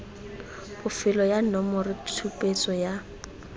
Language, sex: Tswana, female